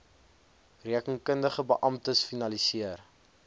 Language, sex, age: Afrikaans, male, 20